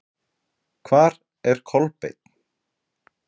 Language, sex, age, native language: Icelandic, male, 40-49, Icelandic